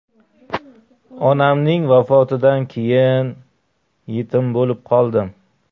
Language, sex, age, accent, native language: Uzbek, male, 35+, Qashqadaryo, Uzbek